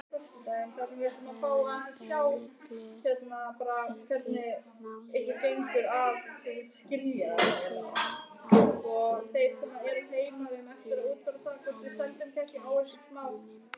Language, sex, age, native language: Icelandic, female, 12, Icelandic